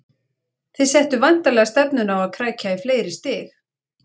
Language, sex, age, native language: Icelandic, female, 40-49, Icelandic